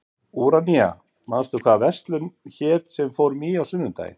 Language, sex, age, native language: Icelandic, male, 50-59, Icelandic